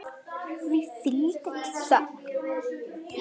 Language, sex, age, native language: Icelandic, female, 8, Icelandic